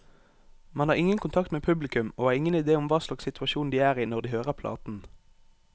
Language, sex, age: Norwegian, male, 18